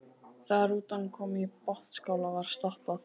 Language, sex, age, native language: Icelandic, male, 12, Icelandic